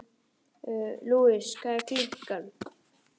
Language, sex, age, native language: Icelandic, other, 11, Icelandic